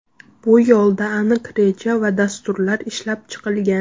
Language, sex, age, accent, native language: Uzbek, female, under 19, Andijon, Uzbek